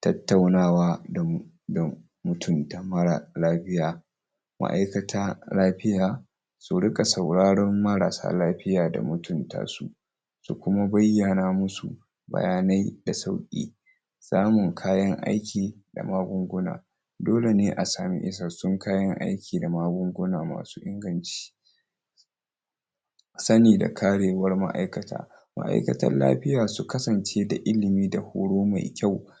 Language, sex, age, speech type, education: Hausa, male, 46-60, spontaneous, tertiary